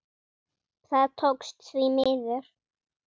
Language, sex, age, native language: Icelandic, female, 8, Icelandic